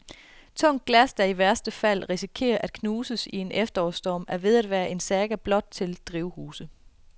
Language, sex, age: Danish, female, 33